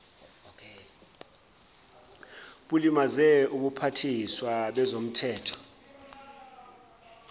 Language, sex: Zulu, male